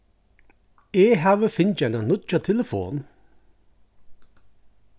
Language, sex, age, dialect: Faroese, male, 36-60, Suðurstreymoy